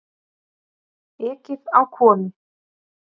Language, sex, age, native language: Icelandic, female, 30-39, Icelandic